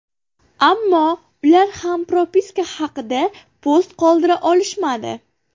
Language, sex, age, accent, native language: Uzbek, female, under 19, Farg'ona, Uzbek